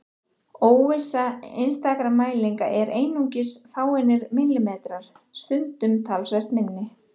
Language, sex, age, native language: Icelandic, female, 30-39, Icelandic